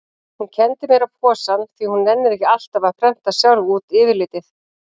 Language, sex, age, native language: Icelandic, female, 40-49, Icelandic